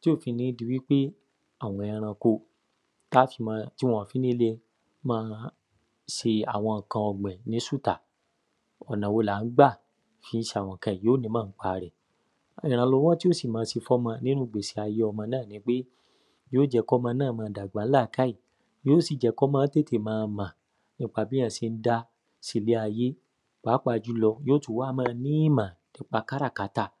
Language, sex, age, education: Yoruba, male, 15-29, tertiary